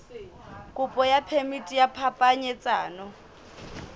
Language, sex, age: Southern Sotho, female, 24